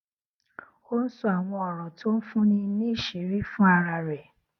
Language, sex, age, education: Yoruba, female, 15-29, tertiary